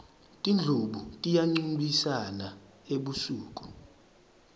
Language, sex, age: Swati, male, 23